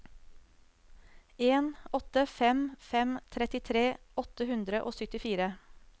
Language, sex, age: Norwegian, female, 35